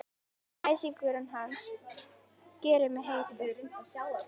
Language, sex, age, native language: Icelandic, female, 10, Icelandic